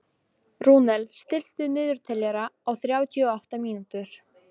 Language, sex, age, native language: Icelandic, female, 15, Polish